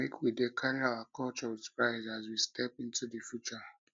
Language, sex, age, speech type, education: Nigerian Pidgin, male, 15-29, spontaneous, tertiary